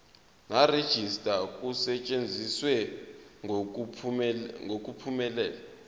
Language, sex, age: Zulu, male, 22